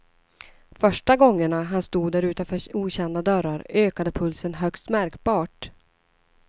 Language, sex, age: Swedish, female, 39